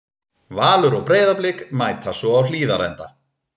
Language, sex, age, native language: Icelandic, male, 30-39, Icelandic